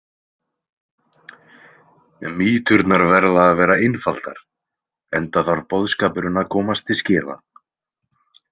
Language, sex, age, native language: Icelandic, male, 20-29, Icelandic